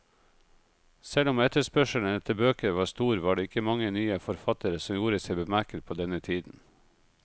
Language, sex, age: Norwegian, male, 38